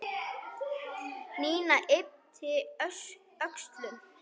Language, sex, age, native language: Icelandic, female, 8, Icelandic